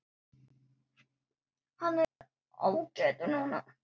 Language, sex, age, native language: Icelandic, female, 9, Icelandic